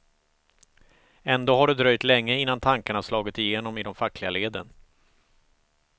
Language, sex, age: Swedish, male, 45